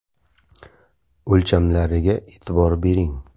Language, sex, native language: Uzbek, male, Uzbek